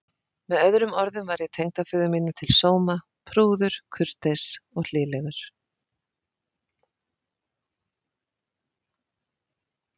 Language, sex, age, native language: Icelandic, female, 50-59, Icelandic